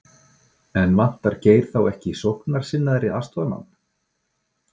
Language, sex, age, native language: Icelandic, male, 40-49, Icelandic